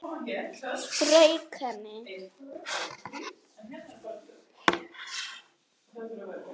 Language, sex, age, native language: Icelandic, female, 7, Icelandic